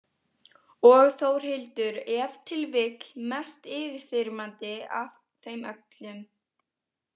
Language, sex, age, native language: Icelandic, female, 18-19, Icelandic